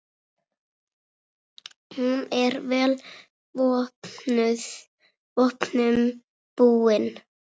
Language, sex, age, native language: Icelandic, female, 6, Icelandic